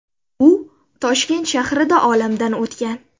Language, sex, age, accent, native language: Uzbek, female, 19-29, Sirdaryo, Uzbek